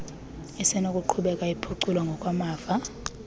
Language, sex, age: Xhosa, female, 23